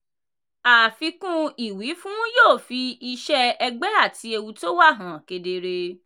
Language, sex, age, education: Yoruba, female, 15-29, tertiary